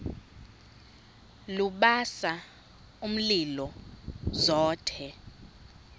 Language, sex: Xhosa, female